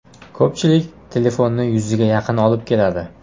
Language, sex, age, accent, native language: Uzbek, male, 18-24, Jizzax, Uzbek